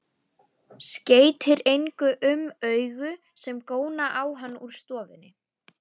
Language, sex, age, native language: Icelandic, female, 11, Icelandic